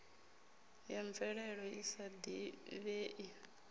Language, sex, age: Venda, female, 33